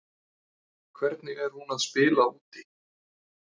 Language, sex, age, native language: Icelandic, male, 30-39, Icelandic